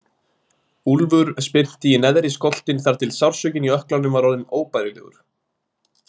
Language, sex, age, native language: Icelandic, male, 20-29, Icelandic